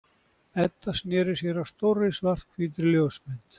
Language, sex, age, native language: Icelandic, male, 70-79, Icelandic